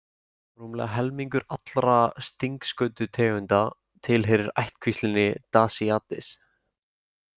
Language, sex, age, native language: Icelandic, male, 18-19, Icelandic